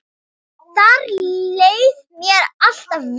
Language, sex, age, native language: Icelandic, female, 10, Thai